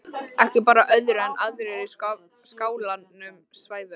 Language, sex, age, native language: Icelandic, female, 13, Icelandic